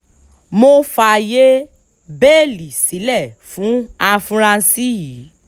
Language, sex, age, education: Yoruba, female, 15-29, tertiary